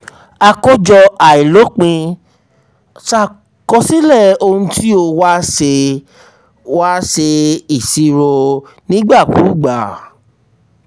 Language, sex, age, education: Yoruba, male, 30-45, tertiary